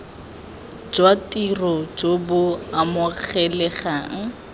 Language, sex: Tswana, female